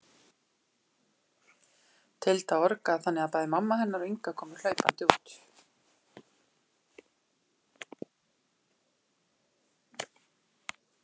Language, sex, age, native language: Icelandic, female, 40-49, Icelandic